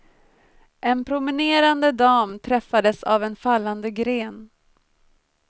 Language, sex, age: Swedish, female, 23